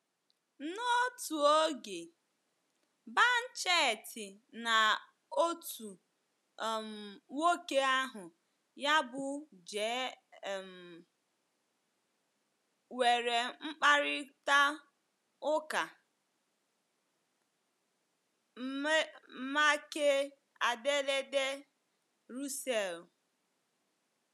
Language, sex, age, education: Igbo, female, 15-29, tertiary